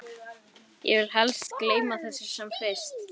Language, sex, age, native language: Icelandic, male, 12, Icelandic